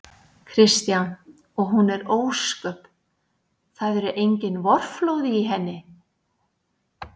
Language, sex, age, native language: Icelandic, female, 60-69, Icelandic